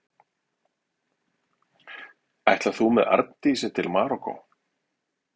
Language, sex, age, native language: Icelandic, male, 40-49, Icelandic